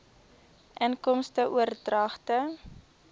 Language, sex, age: Afrikaans, female, 23